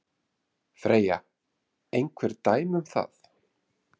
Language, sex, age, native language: Icelandic, male, 30-39, Icelandic